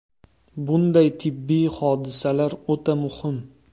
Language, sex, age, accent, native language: Uzbek, male, 25-34, Toshkent viloyati, Uzbek